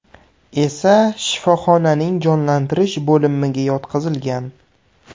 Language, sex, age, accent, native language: Uzbek, male, 18-24, Samarqand, Uzbek